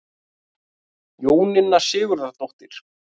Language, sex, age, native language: Icelandic, male, 30-39, Icelandic